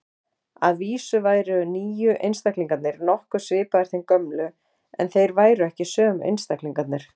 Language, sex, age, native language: Icelandic, female, 40-49, Icelandic